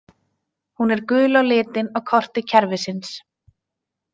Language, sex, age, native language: Icelandic, female, 20-29, Icelandic